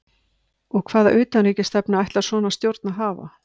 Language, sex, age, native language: Icelandic, female, 50-59, Icelandic